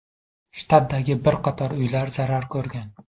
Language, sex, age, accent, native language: Uzbek, male, 18-24, Andijon, Uzbek